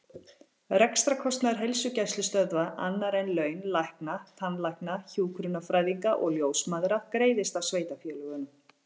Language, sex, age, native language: Icelandic, female, 40-49, Icelandic